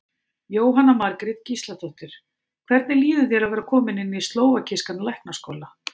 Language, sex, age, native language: Icelandic, female, 50-59, Icelandic